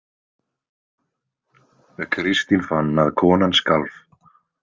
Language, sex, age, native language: Icelandic, male, 20-29, Icelandic